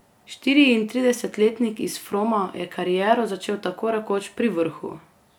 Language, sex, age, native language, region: Slovenian, female, 18-29, Slovenian, Carinthia region